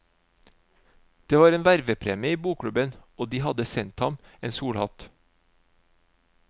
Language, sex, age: Norwegian, male, 36